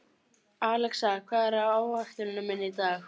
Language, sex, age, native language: Icelandic, female, 12, Icelandic